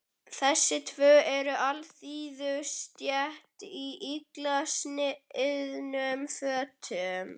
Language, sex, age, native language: Icelandic, male, 11, Icelandic